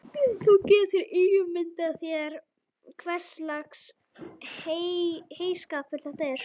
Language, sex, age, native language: Icelandic, male, 11, Icelandic